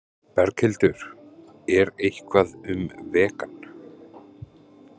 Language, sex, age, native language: Icelandic, male, 30-39, Icelandic